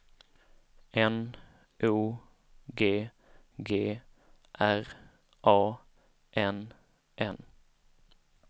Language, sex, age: Swedish, male, 19